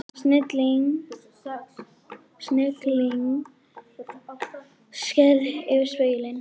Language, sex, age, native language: Icelandic, female, 11, Icelandic